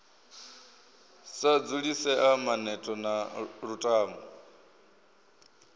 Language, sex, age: Venda, male, 23